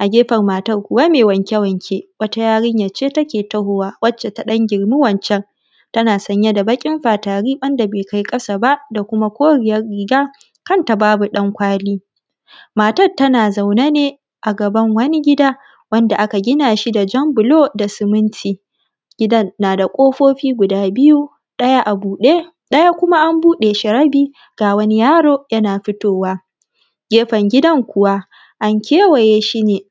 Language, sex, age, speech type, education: Hausa, female, 15-29, spontaneous, tertiary